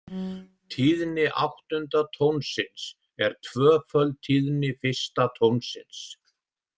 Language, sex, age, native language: Icelandic, male, 70-79, Icelandic